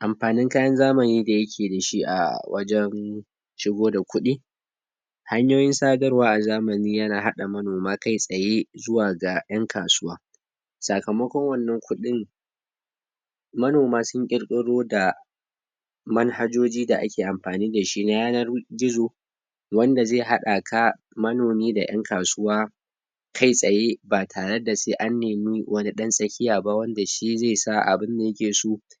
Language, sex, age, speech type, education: Hausa, male, 46-60, spontaneous, tertiary